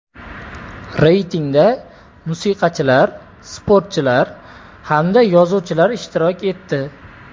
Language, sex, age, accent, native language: Uzbek, male, 18-24, Toshkent viloyati, Uzbek